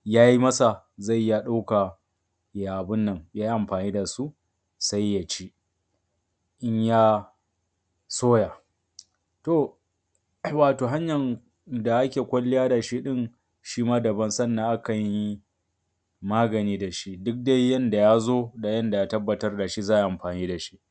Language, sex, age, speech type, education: Hausa, male, 30-45, spontaneous, tertiary